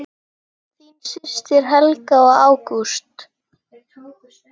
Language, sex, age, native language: Icelandic, female, 10, Icelandic